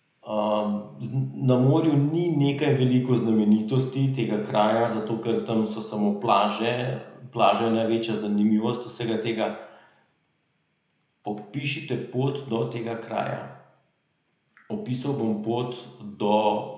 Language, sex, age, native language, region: Slovenian, male, 30-49, Slovenian, Central Slovenia